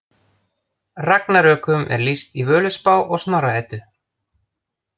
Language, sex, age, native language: Icelandic, other, 30-39, Icelandic